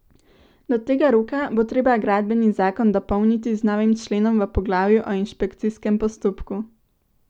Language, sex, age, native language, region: Slovenian, female, 18-29, Slovenian, Central Slovenia